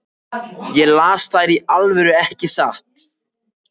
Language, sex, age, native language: Icelandic, male, 14, Icelandic